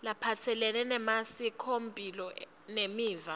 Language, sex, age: Swati, female, 19